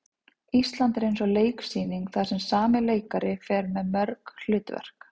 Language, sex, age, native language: Icelandic, female, 30-39, Icelandic